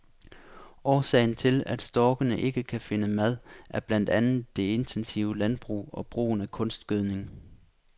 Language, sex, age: Danish, male, 26